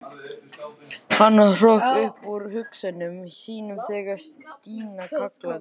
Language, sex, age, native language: Icelandic, male, 11, Icelandic